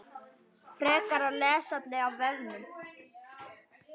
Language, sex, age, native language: Icelandic, male, 9, Icelandic